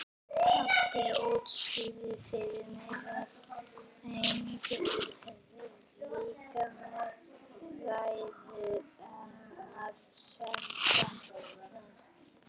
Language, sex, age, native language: Icelandic, female, 11, Icelandic